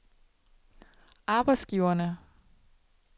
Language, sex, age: Danish, female, 27